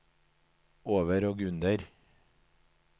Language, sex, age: Norwegian, male, 37